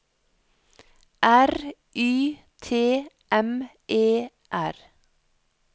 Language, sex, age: Norwegian, female, 56